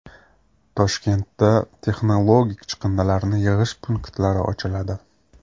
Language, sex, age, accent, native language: Uzbek, male, 25-34, Namangan, Uzbek